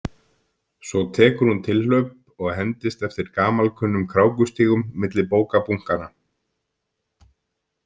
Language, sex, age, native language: Icelandic, male, 50-59, Icelandic